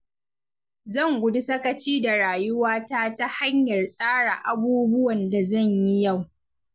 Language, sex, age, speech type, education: Hausa, female, 15-29, read, secondary